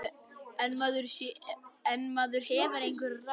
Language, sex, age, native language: Icelandic, male, 10, Icelandic